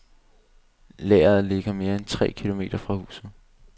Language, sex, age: Danish, male, 22